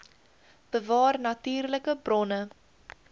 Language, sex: Afrikaans, female